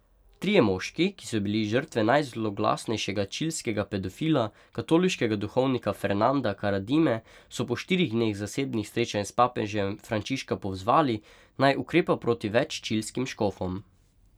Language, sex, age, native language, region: Slovenian, male, 18-29, Slovenian, Pomurje region